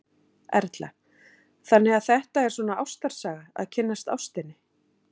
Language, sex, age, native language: Icelandic, female, 40-49, Icelandic